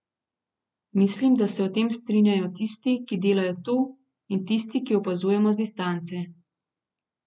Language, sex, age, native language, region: Slovenian, female, 30-49, Slovenian, Gorenjska region